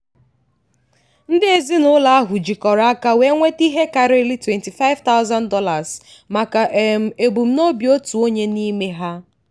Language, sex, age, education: Igbo, female, 15-29, tertiary